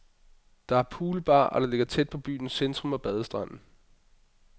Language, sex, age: Danish, male, 25